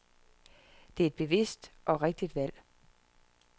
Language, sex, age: Danish, female, 41